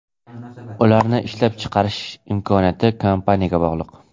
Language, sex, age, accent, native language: Uzbek, male, 18-24, Navoiy, Uzbek